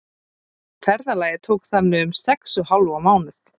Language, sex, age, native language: Icelandic, female, 30-39, Icelandic